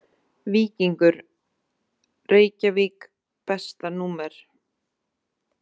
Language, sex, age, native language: Icelandic, female, 30-39, Icelandic